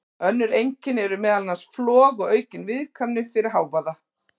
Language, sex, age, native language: Icelandic, female, 40-49, Icelandic